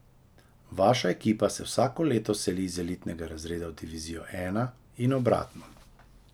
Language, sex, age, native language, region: Slovenian, male, 30-49, Slovenian, Drava region